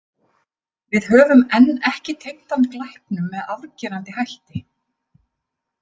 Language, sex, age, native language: Icelandic, female, 50-59, Icelandic